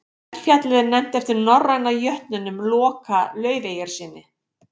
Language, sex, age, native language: Icelandic, female, 50-59, Icelandic